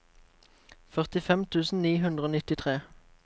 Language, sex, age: Norwegian, male, 23